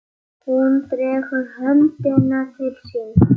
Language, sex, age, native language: Icelandic, male, 8, Icelandic